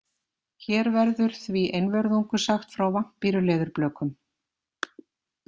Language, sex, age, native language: Icelandic, female, 50-59, Icelandic